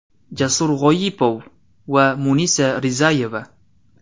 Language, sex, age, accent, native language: Uzbek, male, 19-29, Namangan, Uzbek